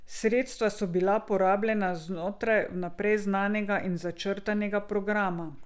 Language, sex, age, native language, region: Slovenian, female, 50-59, Slovenian, Drava region